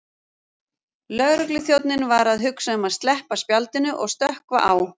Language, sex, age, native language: Icelandic, female, 40-49, Icelandic